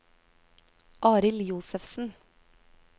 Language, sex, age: Norwegian, female, 22